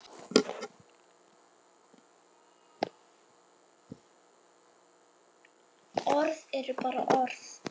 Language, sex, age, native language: Icelandic, male, 7, Icelandic